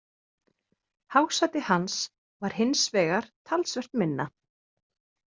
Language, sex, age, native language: Icelandic, female, 30-39, Icelandic